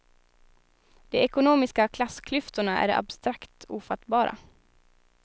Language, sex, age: Swedish, female, 19